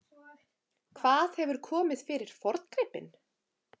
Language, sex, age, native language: Icelandic, female, 30-39, Icelandic